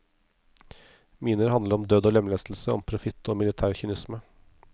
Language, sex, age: Norwegian, male, 34